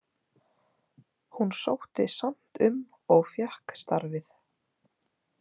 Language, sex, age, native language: Icelandic, female, 20-29, Icelandic